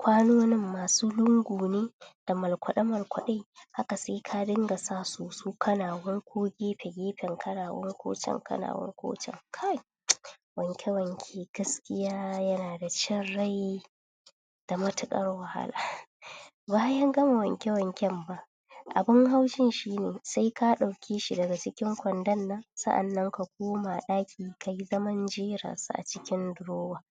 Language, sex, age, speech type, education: Hausa, female, 30-45, spontaneous, tertiary